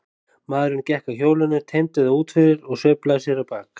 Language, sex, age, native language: Icelandic, male, 30-39, Icelandic